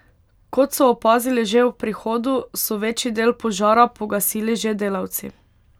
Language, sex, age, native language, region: Slovenian, female, 18-29, Slovenian, Pomurje region